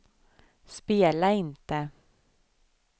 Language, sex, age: Swedish, female, 24